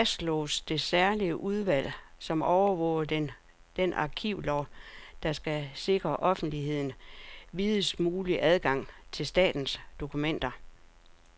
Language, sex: Danish, female